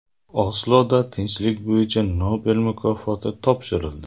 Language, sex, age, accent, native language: Uzbek, male, 25-34, Buxoro, Uzbek